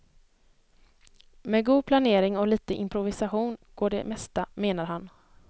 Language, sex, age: Swedish, female, 23